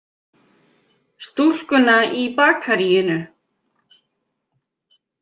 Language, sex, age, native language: Icelandic, female, 50-59, Icelandic